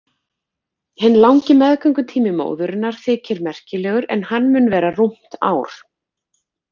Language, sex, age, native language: Icelandic, female, 40-49, Icelandic